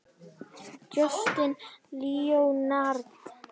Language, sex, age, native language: Icelandic, female, 10, Icelandic